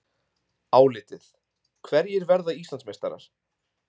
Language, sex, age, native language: Icelandic, male, 20-29, Icelandic